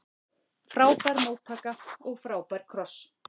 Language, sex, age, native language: Icelandic, female, 40-49, Icelandic